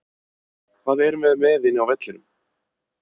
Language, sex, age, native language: Icelandic, male, 30-39, Icelandic